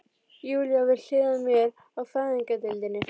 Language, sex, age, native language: Icelandic, female, 12, Icelandic